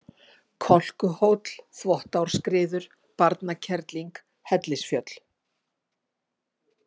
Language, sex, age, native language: Icelandic, female, 50-59, Icelandic